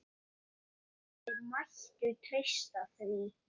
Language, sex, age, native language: Icelandic, male, 8, Icelandic